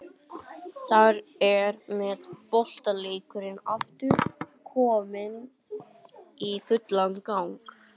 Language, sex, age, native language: Icelandic, male, 18-19, English